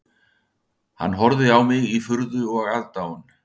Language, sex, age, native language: Icelandic, male, 60-69, Icelandic